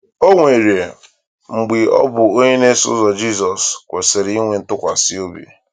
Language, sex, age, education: Igbo, male, 15-29, tertiary